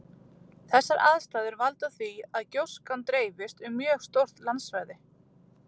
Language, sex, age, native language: Icelandic, female, 30-39, Icelandic